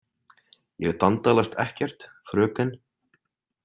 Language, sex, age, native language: Icelandic, male, 20-29, Icelandic